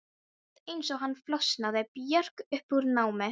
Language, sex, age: Icelandic, female, 13